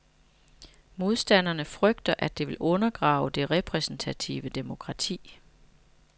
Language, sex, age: Danish, female, 45